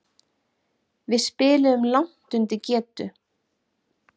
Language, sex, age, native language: Icelandic, female, 40-49, Icelandic